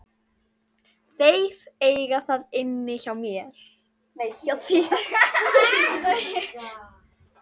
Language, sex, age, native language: Icelandic, female, 40-49, Icelandic